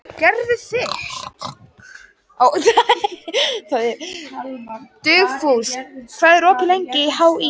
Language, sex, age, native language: Icelandic, female, 14, Icelandic